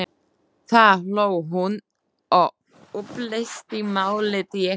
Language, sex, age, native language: Icelandic, female, 20-29, Slovak